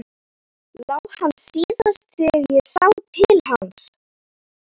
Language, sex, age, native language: Icelandic, female, 12, Icelandic